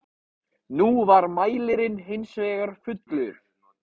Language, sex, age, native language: Icelandic, male, 14, Icelandic